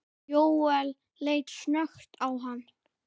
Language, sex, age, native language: Icelandic, male, 9, Icelandic